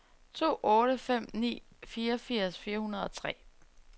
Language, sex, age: Danish, female, 34